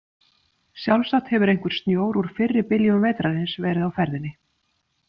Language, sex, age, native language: Icelandic, female, 50-59, Icelandic